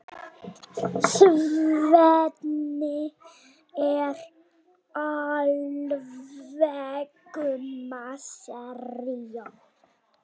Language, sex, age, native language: Icelandic, female, 6, Icelandic